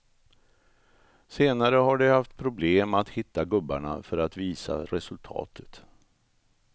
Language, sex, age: Swedish, male, 64